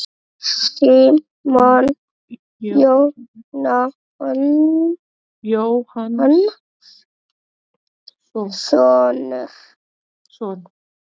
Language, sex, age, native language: Icelandic, male, 18-19, Icelandic